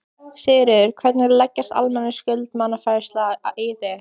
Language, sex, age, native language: Icelandic, female, 15, Icelandic